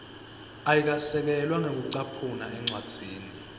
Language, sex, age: Swati, male, 22